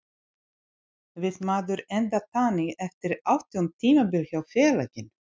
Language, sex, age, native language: Icelandic, female, 40-49, Serbo-Croatian